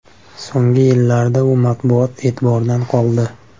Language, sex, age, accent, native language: Uzbek, male, 18-24, Namangan, Uzbek